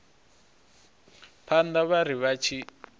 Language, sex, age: Venda, male, 23